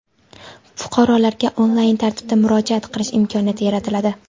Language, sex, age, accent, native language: Uzbek, female, 18-24, Andijon, Uzbek